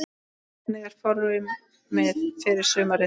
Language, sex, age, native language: Icelandic, female, 10, Icelandic